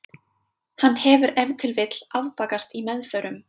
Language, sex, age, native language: Icelandic, female, 20-29, Icelandic